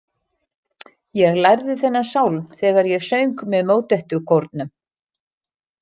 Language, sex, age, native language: Icelandic, female, 60-69, Icelandic